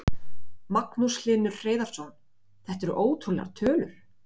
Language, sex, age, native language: Icelandic, female, 20-29, Icelandic